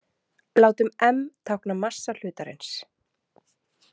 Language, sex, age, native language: Icelandic, female, 30-39, Icelandic